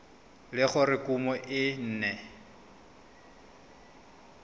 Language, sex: Tswana, male